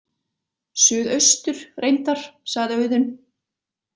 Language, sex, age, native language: Icelandic, female, 40-49, Icelandic